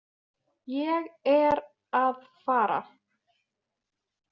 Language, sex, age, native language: Icelandic, female, 20-29, Icelandic